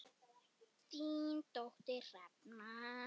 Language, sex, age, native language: Icelandic, female, 10, Icelandic